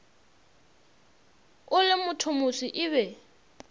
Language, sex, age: Northern Sotho, female, 22